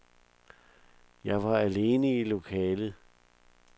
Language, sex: Danish, male